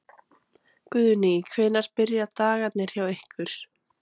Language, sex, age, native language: Icelandic, female, 18-19, Icelandic